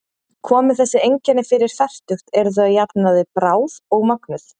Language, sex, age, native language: Icelandic, female, 30-39, Icelandic